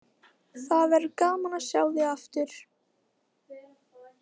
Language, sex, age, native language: Icelandic, female, 15, Icelandic